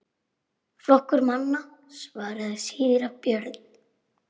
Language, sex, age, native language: Icelandic, female, 9, Icelandic